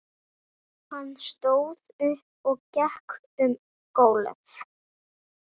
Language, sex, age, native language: Icelandic, female, 11, Icelandic